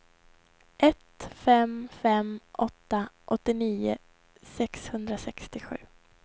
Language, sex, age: Swedish, female, 21